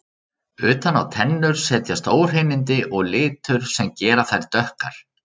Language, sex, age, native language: Icelandic, male, 30-39, Icelandic